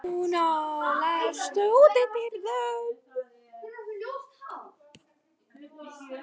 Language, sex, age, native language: Icelandic, female, 11, Icelandic